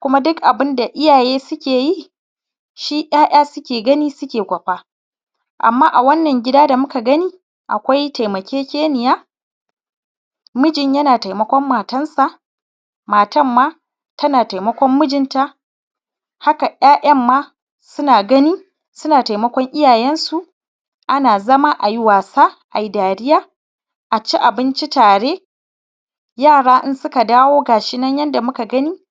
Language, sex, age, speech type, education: Hausa, female, 30-45, spontaneous, primary